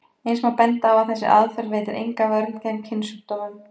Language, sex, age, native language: Icelandic, female, 20-29, Icelandic